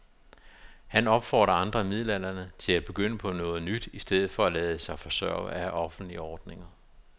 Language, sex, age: Danish, male, 52